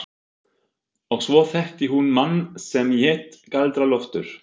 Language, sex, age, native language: Icelandic, male, 50-59, German